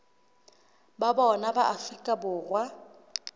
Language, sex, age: Southern Sotho, female, 21